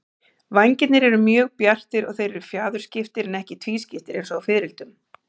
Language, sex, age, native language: Icelandic, female, 40-49, Icelandic